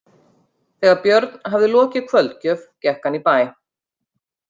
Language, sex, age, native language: Icelandic, female, 50-59, Icelandic